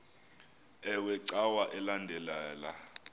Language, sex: Xhosa, male